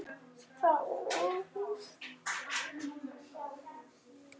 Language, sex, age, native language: Icelandic, female, 7, Icelandic